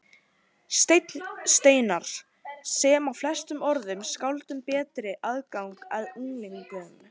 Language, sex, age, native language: Icelandic, female, 18-19, Icelandic